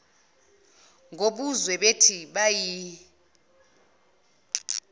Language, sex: Zulu, female